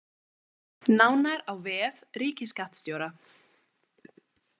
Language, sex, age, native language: Icelandic, female, 20-29, Icelandic